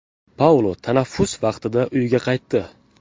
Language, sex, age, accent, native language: Uzbek, male, 18-24, Jizzax, Uzbek